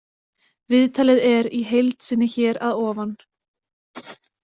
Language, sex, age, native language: Icelandic, female, 20-29, Icelandic